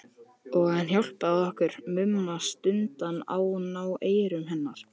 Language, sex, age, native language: Icelandic, male, 13, Icelandic